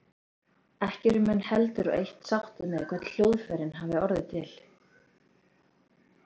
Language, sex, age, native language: Icelandic, female, 30-39, Icelandic